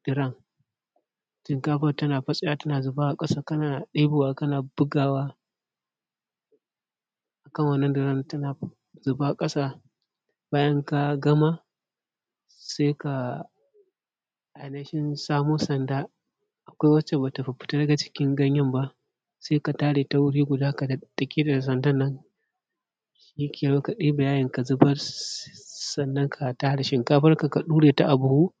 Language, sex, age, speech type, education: Hausa, male, 30-45, spontaneous, tertiary